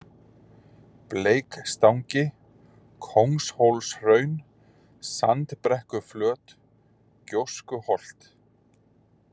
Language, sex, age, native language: Icelandic, male, 40-49, Icelandic